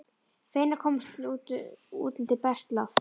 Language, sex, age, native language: Icelandic, female, 11, Icelandic